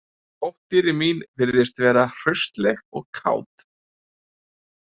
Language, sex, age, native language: Icelandic, male, 20-29, Icelandic